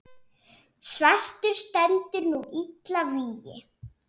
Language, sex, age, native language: Icelandic, female, 7, Icelandic